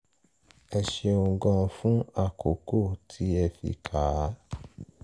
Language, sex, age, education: Yoruba, male, 15-29, tertiary